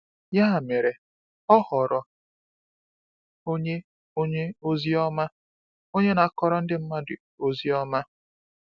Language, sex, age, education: Igbo, male, 15-29, tertiary